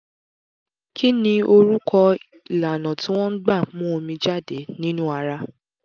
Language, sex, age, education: Yoruba, female, 15-29, tertiary